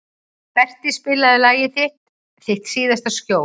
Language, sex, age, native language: Icelandic, female, 40-49, Icelandic